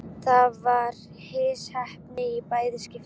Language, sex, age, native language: Icelandic, female, 12, Icelandic